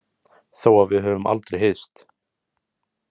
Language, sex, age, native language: Icelandic, male, 18-19, Icelandic